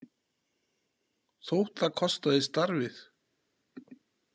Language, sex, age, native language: Icelandic, male, 40-49, Icelandic